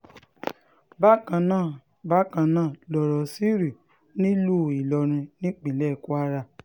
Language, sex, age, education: Yoruba, female, 15-29, tertiary